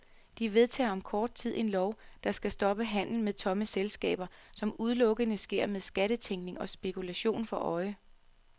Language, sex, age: Danish, female, 33